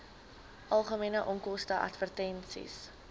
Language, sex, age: Afrikaans, female, 19